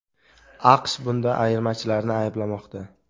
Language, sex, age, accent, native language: Uzbek, male, 18-24, Surxondaryo, Uzbek